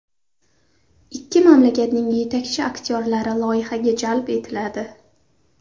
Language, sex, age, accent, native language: Uzbek, female, under 19, Navoiy, Uzbek